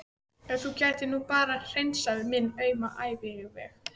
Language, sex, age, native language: Icelandic, female, 14, Icelandic